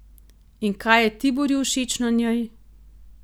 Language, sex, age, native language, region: Slovenian, female, 30-49, Slovenian, Gorenjska region